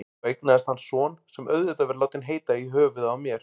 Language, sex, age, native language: Icelandic, male, 40-49, Icelandic